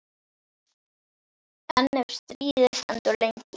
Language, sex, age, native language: Icelandic, male, 9, Icelandic